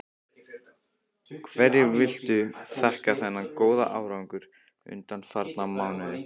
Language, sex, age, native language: Icelandic, male, 15, Icelandic